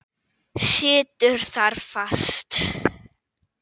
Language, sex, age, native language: Icelandic, female, 8, Icelandic